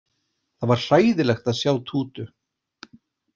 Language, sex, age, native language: Icelandic, male, 40-49, Icelandic